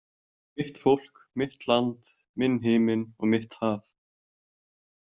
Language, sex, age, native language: Icelandic, male, 20-29, Icelandic